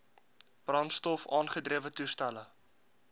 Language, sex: Afrikaans, male